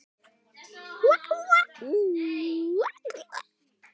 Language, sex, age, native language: Icelandic, male, 10, Icelandic